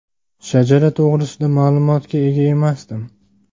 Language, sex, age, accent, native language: Uzbek, male, 19-29, Namangan, Uzbek